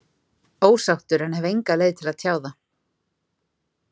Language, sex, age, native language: Icelandic, female, 40-49, Icelandic